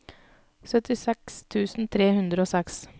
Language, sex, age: Norwegian, female, 32